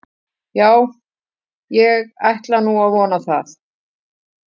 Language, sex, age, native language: Icelandic, female, 50-59, Icelandic